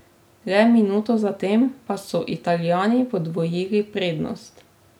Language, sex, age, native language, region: Slovenian, female, 18-29, Slovenian, Drava region